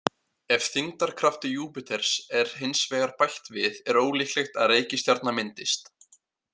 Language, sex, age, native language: Icelandic, male, 18-19, Icelandic